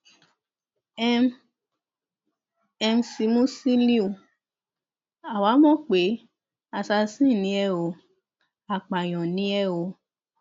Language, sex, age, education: Yoruba, female, 15-29, tertiary